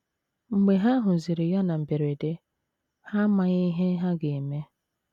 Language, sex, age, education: Igbo, female, 30-45, tertiary